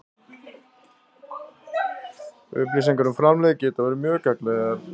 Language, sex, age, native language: Icelandic, male, 18-19, Icelandic